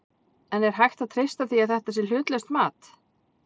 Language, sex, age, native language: Icelandic, female, 40-49, Icelandic